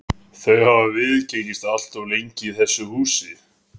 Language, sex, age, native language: Icelandic, male, 13, Icelandic